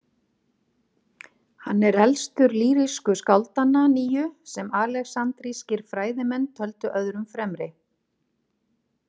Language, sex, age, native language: Icelandic, female, 40-49, Icelandic